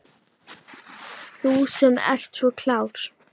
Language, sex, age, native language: Icelandic, female, 9, Icelandic